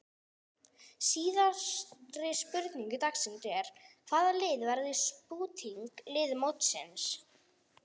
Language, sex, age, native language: Icelandic, female, 30-39, English